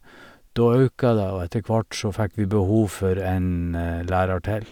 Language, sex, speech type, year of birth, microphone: Norwegian, male, spontaneous, 1951, Sennheiser